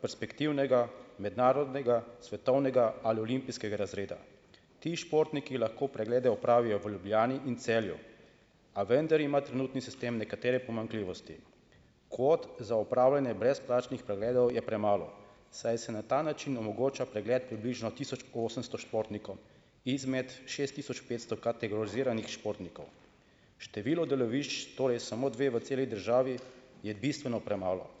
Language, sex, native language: Slovenian, male, Slovenian